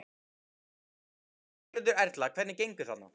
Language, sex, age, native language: Icelandic, male, 15, Icelandic